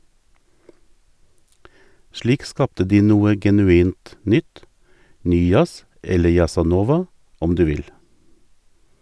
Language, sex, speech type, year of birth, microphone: Norwegian, male, read, 1958, Sennheiser